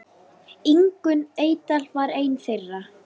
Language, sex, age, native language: Icelandic, female, 9, Icelandic